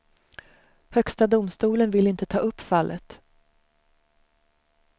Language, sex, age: Swedish, female, 35